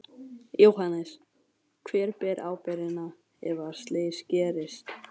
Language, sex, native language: Icelandic, other, Chinese